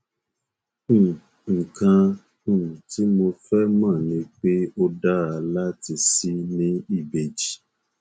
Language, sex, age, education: Yoruba, male, 30-45, tertiary